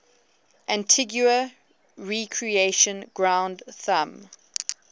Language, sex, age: English, female, 19